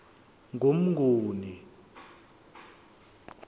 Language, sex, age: South Ndebele, male, 23